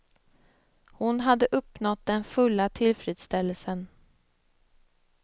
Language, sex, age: Swedish, female, 25